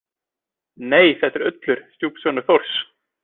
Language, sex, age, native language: Icelandic, male, 20-29, Icelandic